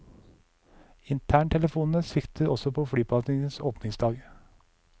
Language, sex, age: Norwegian, male, 37